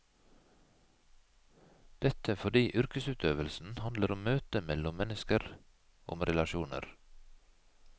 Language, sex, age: Norwegian, male, 51